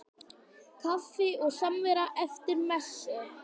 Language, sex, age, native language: Icelandic, male, 10, Icelandic